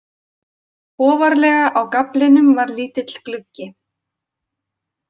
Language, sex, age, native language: Icelandic, female, 20-29, Icelandic